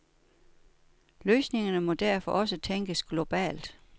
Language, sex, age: Danish, female, 61